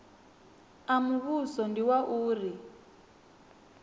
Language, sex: Venda, female